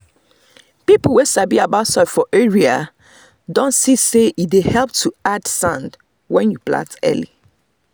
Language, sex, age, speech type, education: Nigerian Pidgin, female, 30-45, spontaneous, tertiary